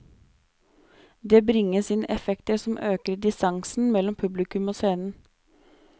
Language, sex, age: Norwegian, female, 26